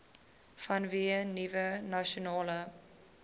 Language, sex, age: Afrikaans, female, 20